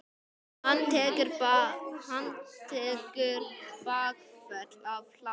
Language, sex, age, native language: Icelandic, male, 10, Icelandic